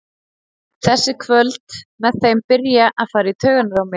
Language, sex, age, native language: Icelandic, female, 30-39, Icelandic